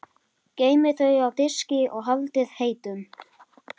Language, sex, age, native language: Icelandic, male, 11, Icelandic